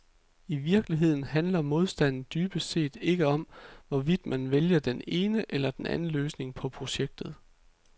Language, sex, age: Danish, male, 33